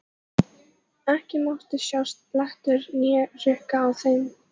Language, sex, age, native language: Icelandic, female, 14, Icelandic